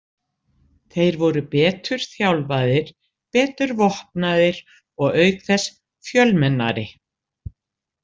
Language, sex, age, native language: Icelandic, female, 60-69, Icelandic